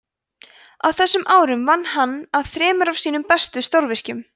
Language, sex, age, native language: Icelandic, female, 20-29, Icelandic